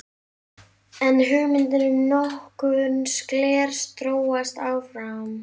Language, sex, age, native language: Icelandic, female, 11, Icelandic